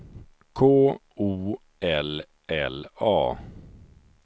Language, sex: Swedish, male